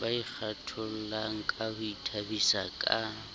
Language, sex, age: Southern Sotho, male, 23